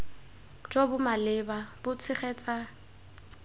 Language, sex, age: Tswana, female, 18